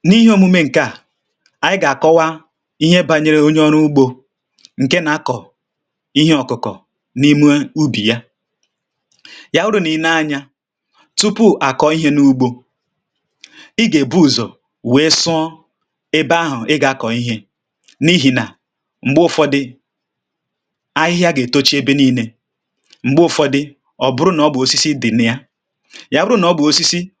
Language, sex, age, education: Igbo, male, 30-45, tertiary